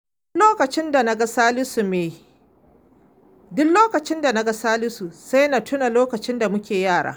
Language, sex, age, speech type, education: Hausa, female, 15-29, spontaneous, tertiary